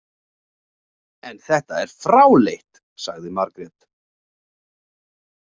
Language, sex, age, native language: Icelandic, male, 40-49, Icelandic